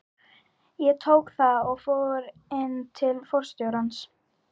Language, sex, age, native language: Icelandic, female, 12, Icelandic